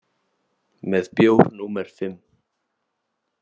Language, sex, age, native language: Icelandic, male, 18-19, Icelandic